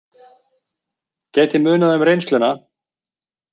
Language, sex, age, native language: Icelandic, male, 40-49, Icelandic